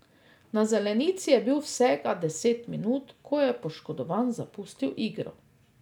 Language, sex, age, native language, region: Slovenian, female, 50-59, Slovenian, Drava region